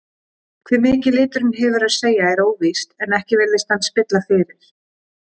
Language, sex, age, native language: Icelandic, female, 40-49, Icelandic